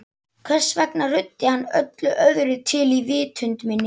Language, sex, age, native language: Icelandic, male, 11, Icelandic